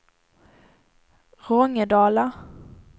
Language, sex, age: Swedish, female, 18